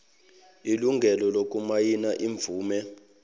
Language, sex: Zulu, male